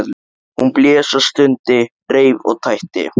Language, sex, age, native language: Icelandic, male, 13, Icelandic